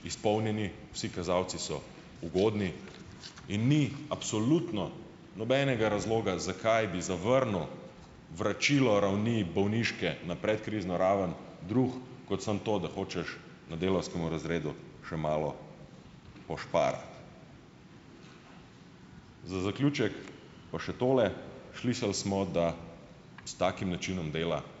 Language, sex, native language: Slovenian, male, Slovenian